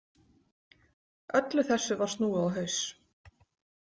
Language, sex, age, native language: Icelandic, female, 40-49, Icelandic